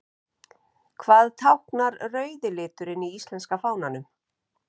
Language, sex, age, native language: Icelandic, female, 50-59, Icelandic